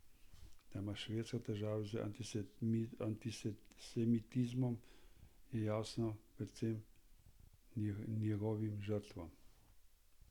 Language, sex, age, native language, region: Slovenian, male, 60+, Slovenian, Central Slovenia